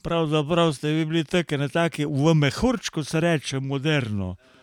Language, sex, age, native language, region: Slovenian, male, 60+, Slovenian, Carinthia region